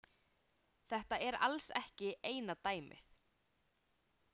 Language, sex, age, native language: Icelandic, female, 18-19, Icelandic